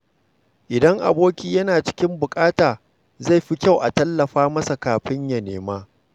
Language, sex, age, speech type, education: Hausa, male, 46-60, read, secondary